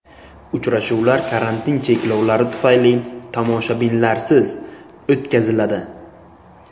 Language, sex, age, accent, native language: Uzbek, male, 18-24, Buxoro, Uzbek